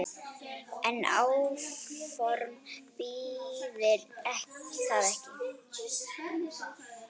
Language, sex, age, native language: Icelandic, female, 8, Icelandic